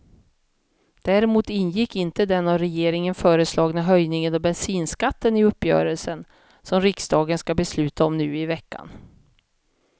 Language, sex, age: Swedish, female, 50